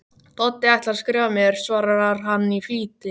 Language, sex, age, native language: Icelandic, male, 12, Icelandic